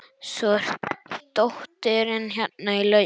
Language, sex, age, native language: Icelandic, male, 11, Icelandic